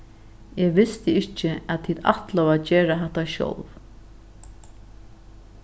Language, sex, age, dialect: Faroese, female, 36-60, Norðuroyggjar